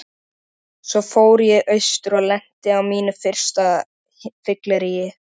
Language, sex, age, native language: Icelandic, male, 13, Icelandic